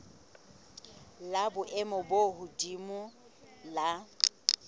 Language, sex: Southern Sotho, female